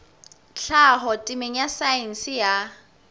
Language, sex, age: Southern Sotho, female, 20